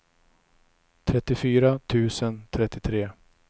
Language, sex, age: Swedish, male, 34